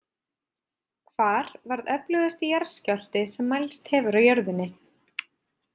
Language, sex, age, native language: Icelandic, female, 30-39, Icelandic